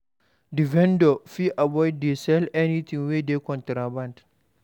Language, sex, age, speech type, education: Nigerian Pidgin, male, 46-60, read, primary